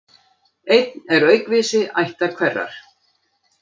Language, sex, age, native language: Icelandic, female, 60-69, Icelandic